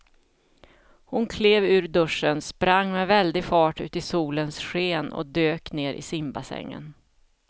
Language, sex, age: Swedish, female, 49